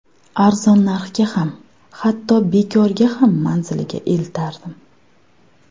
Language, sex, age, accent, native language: Uzbek, female, 19-29, Farg'ona, Uzbek